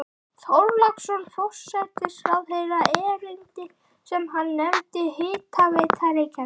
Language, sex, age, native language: Icelandic, female, 12, Icelandic